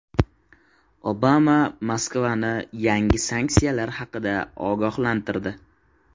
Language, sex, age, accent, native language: Uzbek, male, 18-24, Qashqadaryo, Uzbek